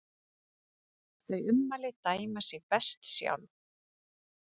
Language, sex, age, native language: Icelandic, female, 30-39, Icelandic